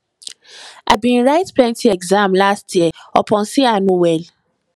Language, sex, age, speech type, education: Nigerian Pidgin, female, 15-29, spontaneous, tertiary